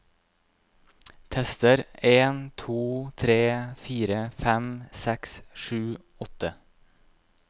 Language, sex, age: Norwegian, male, 26